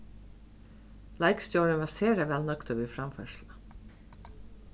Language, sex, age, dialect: Faroese, female, 36-60, Suðurstreymoy